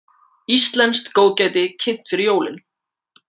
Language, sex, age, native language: Icelandic, male, 18-19, Icelandic